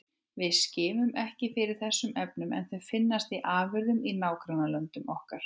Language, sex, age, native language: Icelandic, female, 18-19, Icelandic